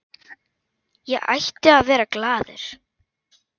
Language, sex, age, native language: Icelandic, female, 8, Icelandic